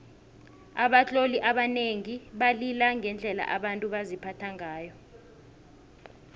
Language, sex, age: South Ndebele, female, 20